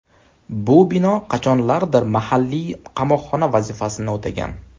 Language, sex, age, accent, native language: Uzbek, male, 25-34, Samarqand, Uzbek